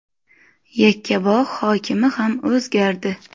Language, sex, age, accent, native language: Uzbek, female, 25-34, Xorazm, Uzbek